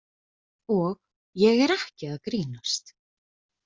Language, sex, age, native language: Icelandic, female, 20-29, Icelandic